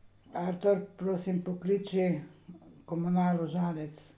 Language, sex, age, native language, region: Slovenian, female, 60+, Slovenian, Savinja region